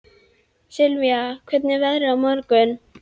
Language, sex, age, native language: Icelandic, female, 11, Icelandic